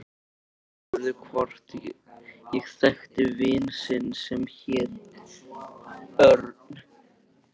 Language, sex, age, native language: Icelandic, male, 13, Icelandic